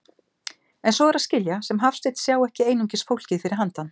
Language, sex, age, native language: Icelandic, female, 50-59, Icelandic